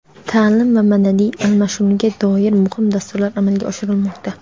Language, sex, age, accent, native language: Uzbek, female, under 19, Xorazm, Uzbek